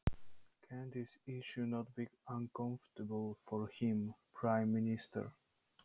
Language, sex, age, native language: Icelandic, male, 30-39, Polish